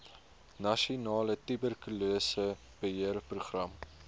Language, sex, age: Afrikaans, male, 22